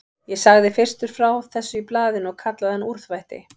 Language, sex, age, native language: Icelandic, female, 50-59, Icelandic